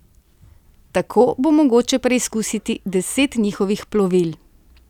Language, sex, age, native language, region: Slovenian, female, 30-49, Slovenian, Central Slovenia